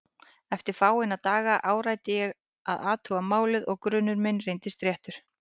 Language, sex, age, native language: Icelandic, female, 18-19, Icelandic